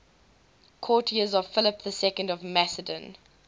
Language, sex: English, female